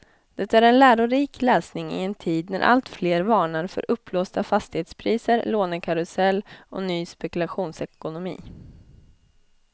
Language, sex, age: Swedish, female, 20